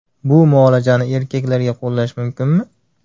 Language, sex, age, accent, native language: Uzbek, male, 19-29, Farg'ona, Uzbek